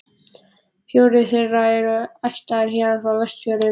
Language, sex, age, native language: Icelandic, male, 11, Icelandic